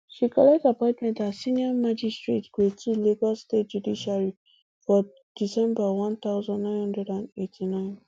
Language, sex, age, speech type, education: Nigerian Pidgin, female, 15-29, spontaneous, tertiary